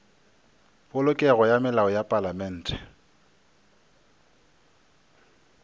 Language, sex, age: Northern Sotho, male, 26